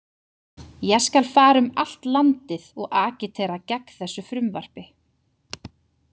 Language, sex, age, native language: Icelandic, female, 30-39, Icelandic